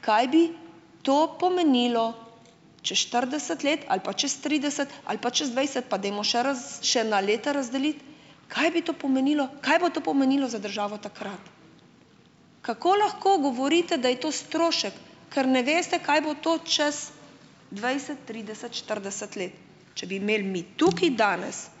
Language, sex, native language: Slovenian, female, Slovenian